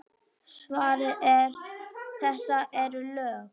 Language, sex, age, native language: Icelandic, female, 9, Icelandic